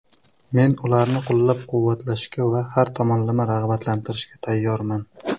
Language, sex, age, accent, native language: Uzbek, male, 19-29, Qashqadaryo, Uzbek